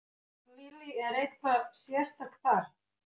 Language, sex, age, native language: Icelandic, female, 8, Icelandic